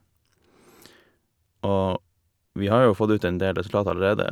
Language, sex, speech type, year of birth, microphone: Norwegian, male, spontaneous, 1988, Shure